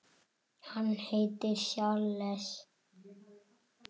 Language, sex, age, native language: Icelandic, male, 6, Icelandic